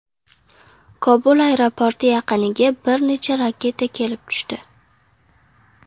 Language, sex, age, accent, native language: Uzbek, female, under 19, Qashqadaryo, Uzbek